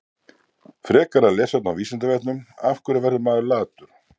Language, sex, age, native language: Icelandic, male, 60-69, Icelandic